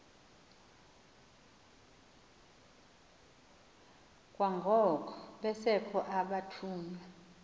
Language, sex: Xhosa, female